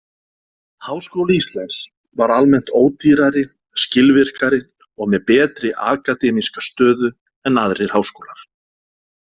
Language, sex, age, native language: Icelandic, male, 40-49, Icelandic